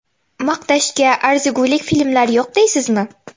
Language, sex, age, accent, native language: Uzbek, female, 12-17, Xorazm, Uzbek